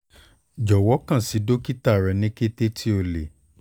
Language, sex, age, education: Yoruba, male, 15-29, tertiary